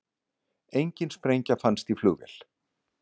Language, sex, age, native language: Icelandic, male, 60-69, Icelandic